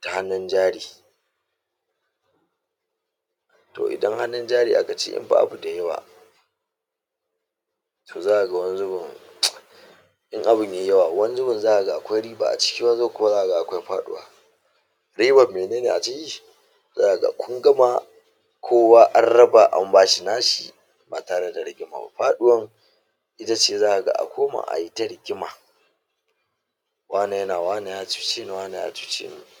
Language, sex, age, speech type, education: Hausa, male, 46-60, spontaneous, tertiary